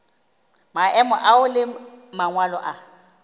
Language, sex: Northern Sotho, female